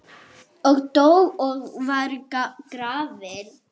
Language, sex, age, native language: Icelandic, female, 10, Arabic